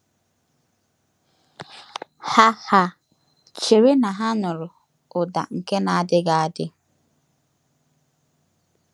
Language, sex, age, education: Igbo, female, 15-29, tertiary